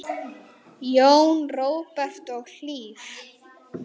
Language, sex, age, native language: Icelandic, male, 9, Icelandic